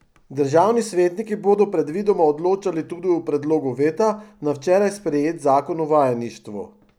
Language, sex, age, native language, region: Slovenian, male, 50-59, Slovenian, Drava region